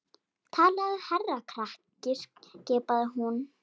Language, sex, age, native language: Icelandic, female, 8, Icelandic